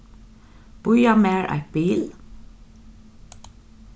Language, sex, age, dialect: Faroese, female, 36-60, Norðurstreymoy/Eysturoy